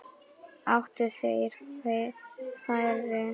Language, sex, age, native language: Icelandic, female, 9, Icelandic